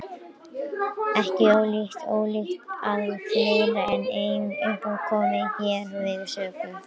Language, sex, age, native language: Icelandic, other, 18-19, Icelandic